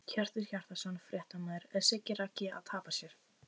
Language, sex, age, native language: Icelandic, female, 15, Icelandic